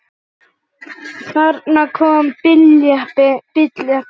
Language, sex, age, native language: Icelandic, male, 8, Icelandic